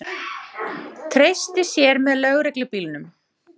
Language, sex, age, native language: Icelandic, female, 30-39, Icelandic